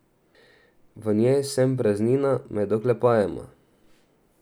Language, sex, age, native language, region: Slovenian, male, 18-29, Slovenian, Drava region